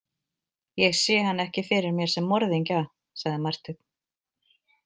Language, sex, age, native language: Icelandic, female, 40-49, Icelandic